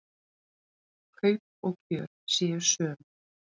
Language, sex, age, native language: Icelandic, female, 40-49, Icelandic